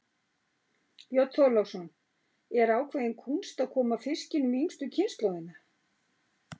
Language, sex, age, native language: Icelandic, female, 60-69, Icelandic